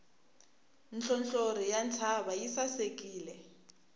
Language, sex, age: Tsonga, female, 24